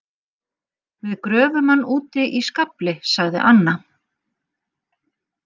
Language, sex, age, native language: Icelandic, female, 50-59, Icelandic